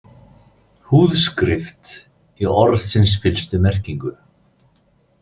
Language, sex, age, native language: Icelandic, male, 30-39, Icelandic